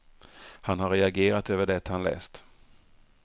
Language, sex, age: Swedish, male, 48